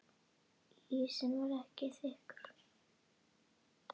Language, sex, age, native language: Icelandic, female, 10, Icelandic